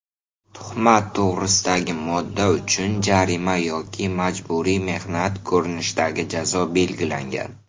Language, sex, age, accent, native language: Uzbek, male, under 19, Navoiy, Uzbek